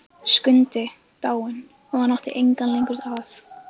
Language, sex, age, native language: Icelandic, female, 15, Icelandic